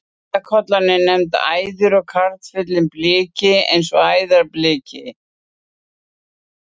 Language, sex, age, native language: Icelandic, female, 60-69, Icelandic